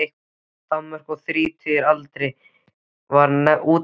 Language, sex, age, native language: Icelandic, male, 13, Icelandic